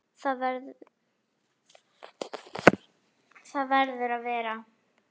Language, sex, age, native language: Icelandic, female, 10, Icelandic